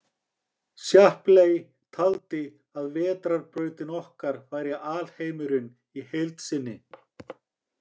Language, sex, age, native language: Icelandic, other, 40-49, Icelandic